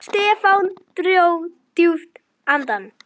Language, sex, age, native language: Icelandic, male, 10, Icelandic